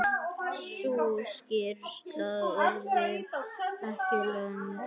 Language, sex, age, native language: Icelandic, female, 9, Icelandic